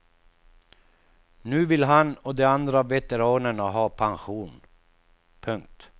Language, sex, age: Swedish, male, 48